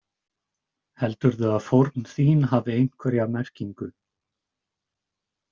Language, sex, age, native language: Icelandic, male, 20-29, Icelandic